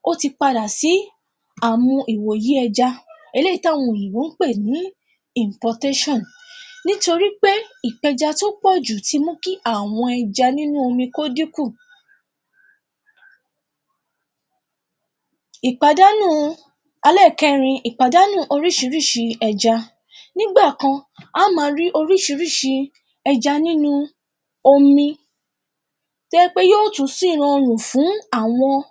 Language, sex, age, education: Yoruba, female, 15-29, tertiary